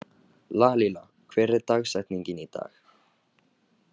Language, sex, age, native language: Icelandic, male, 18-19, Icelandic